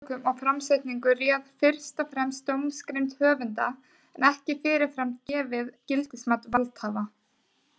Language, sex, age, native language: Icelandic, female, 20-29, Icelandic